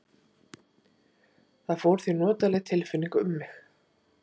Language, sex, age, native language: Icelandic, female, 40-49, Icelandic